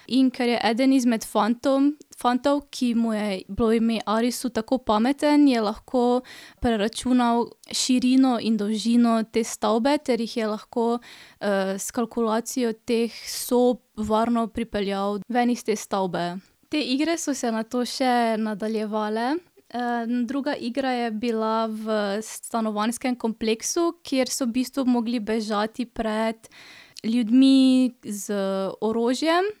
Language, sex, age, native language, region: Slovenian, female, 18-29, Slovenian, Drava region